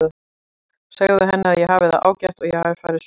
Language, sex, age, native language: Icelandic, female, 40-49, Icelandic